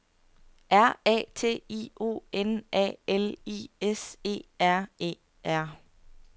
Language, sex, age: Danish, female, 30